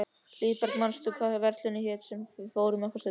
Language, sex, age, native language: Icelandic, male, 13, Icelandic